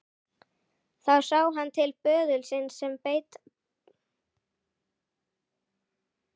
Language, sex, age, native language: Icelandic, female, 11, Icelandic